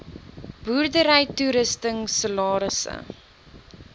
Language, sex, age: Afrikaans, female, 19